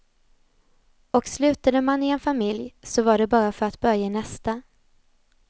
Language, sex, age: Swedish, female, 20